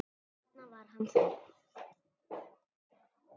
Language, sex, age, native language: Icelandic, female, 7, Icelandic